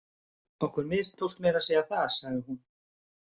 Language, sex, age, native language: Icelandic, male, 50-59, Icelandic